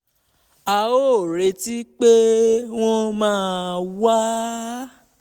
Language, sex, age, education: Yoruba, male, 15-29, tertiary